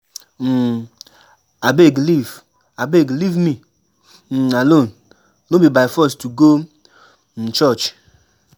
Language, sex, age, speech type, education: Nigerian Pidgin, male, 15-29, spontaneous, tertiary